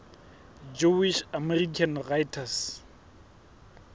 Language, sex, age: Southern Sotho, male, 21